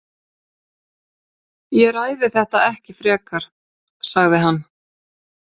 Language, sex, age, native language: Icelandic, female, 50-59, Icelandic